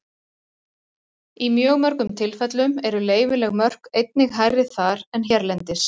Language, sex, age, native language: Icelandic, female, 40-49, Icelandic